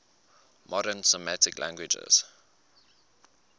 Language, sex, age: English, male, 19